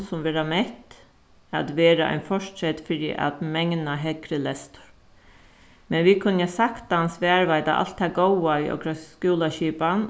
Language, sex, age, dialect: Faroese, female, 36-60, Suðuroy